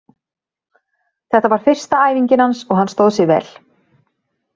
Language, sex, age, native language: Icelandic, female, 30-39, Icelandic